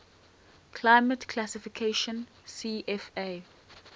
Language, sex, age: English, female, 19